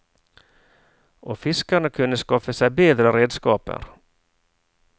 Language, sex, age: Norwegian, male, 49